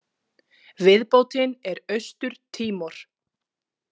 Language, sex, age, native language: Icelandic, female, 30-39, Icelandic